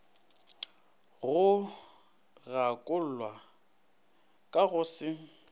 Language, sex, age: Northern Sotho, male, 19